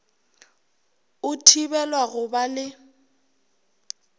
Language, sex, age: Northern Sotho, female, 23